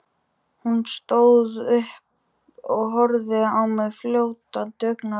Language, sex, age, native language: Icelandic, male, 12, Icelandic